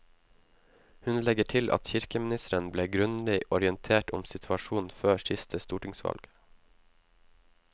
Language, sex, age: Norwegian, male, 19